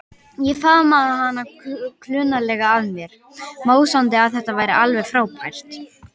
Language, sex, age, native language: Icelandic, male, 18-19, Icelandic